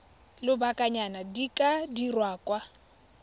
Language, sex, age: Tswana, female, 21